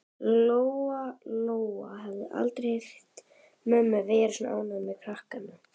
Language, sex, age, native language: Icelandic, female, 11, Icelandic